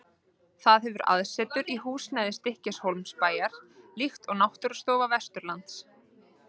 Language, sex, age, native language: Icelandic, female, 30-39, Icelandic